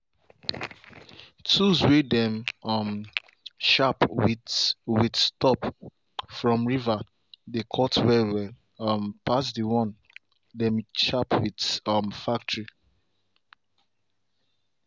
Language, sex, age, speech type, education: Nigerian Pidgin, male, 15-29, spontaneous, secondary